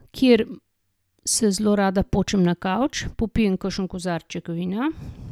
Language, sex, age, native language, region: Slovenian, female, 50-59, Slovenian, Gorenjska region